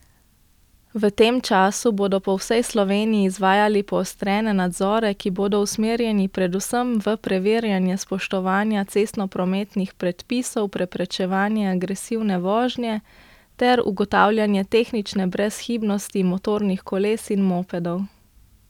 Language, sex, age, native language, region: Slovenian, female, 18-29, Slovenian, Central Slovenia